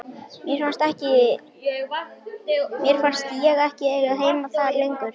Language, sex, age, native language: Icelandic, male, 11, Icelandic